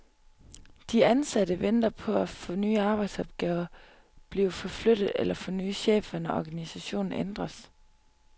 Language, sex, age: Danish, female, 25